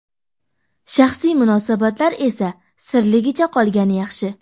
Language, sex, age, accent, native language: Uzbek, female, 18-24, Andijon, Uzbek